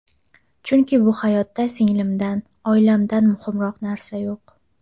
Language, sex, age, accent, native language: Uzbek, female, 19-29, Farg'ona, Uzbek